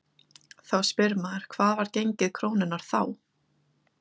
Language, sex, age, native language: Icelandic, female, 20-29, Icelandic